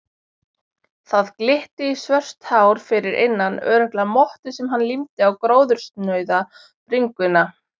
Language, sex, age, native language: Icelandic, female, 20-29, Icelandic